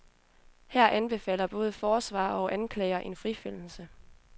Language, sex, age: Danish, female, 20